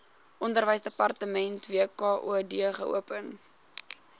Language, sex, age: Afrikaans, female, 21